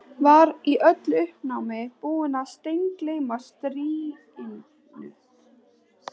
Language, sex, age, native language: Icelandic, female, 13, Icelandic